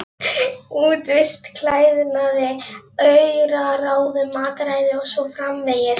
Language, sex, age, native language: Icelandic, female, 11, Polish